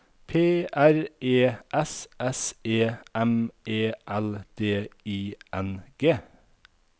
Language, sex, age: Norwegian, male, 51